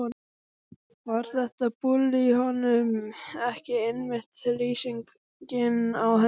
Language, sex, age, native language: Icelandic, male, 12, Icelandic